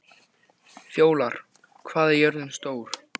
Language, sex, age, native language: Icelandic, male, 14, Icelandic